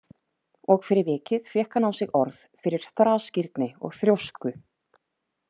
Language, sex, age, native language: Icelandic, female, 30-39, Icelandic